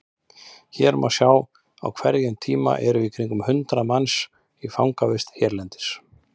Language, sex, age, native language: Icelandic, male, 30-39, Icelandic